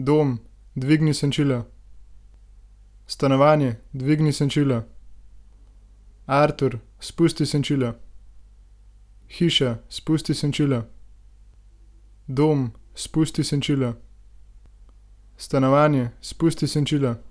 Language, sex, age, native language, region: Slovenian, male, 18-29, Slovenian, Gorenjska region